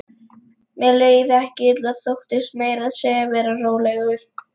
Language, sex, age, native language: Icelandic, female, 11, Lithuanian